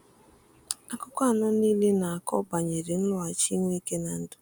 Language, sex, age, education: Igbo, female, 30-45, tertiary